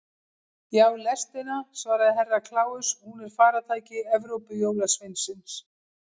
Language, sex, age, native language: Icelandic, female, 50-59, Icelandic